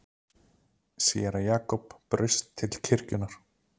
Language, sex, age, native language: Icelandic, male, 30-39, Icelandic